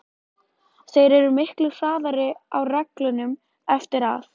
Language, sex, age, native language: Icelandic, female, 13, Icelandic